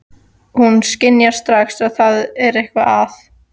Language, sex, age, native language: Icelandic, female, 14, Icelandic